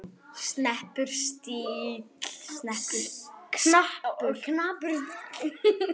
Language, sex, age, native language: Icelandic, female, 8, Icelandic